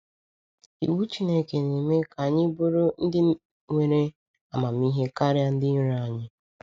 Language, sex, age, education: Igbo, female, 15-29, secondary